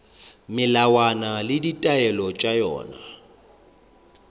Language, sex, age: Northern Sotho, male, 25